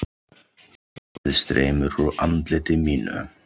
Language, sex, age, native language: Icelandic, male, 40-49, Icelandic